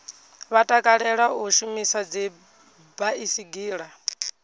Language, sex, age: Venda, female, 22